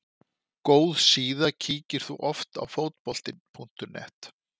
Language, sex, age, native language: Icelandic, male, 50-59, Icelandic